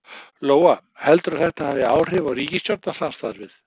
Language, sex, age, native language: Icelandic, male, 60-69, Icelandic